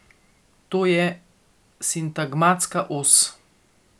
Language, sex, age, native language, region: Slovenian, female, 50-59, Slovenian, Coastal Karst region